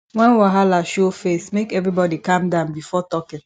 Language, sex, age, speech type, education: Nigerian Pidgin, female, 15-29, spontaneous, tertiary